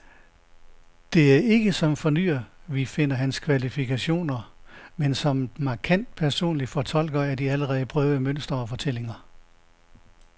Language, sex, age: Danish, male, 69